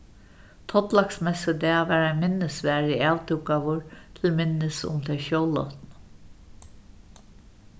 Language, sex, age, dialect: Faroese, female, 61+, Suðuroy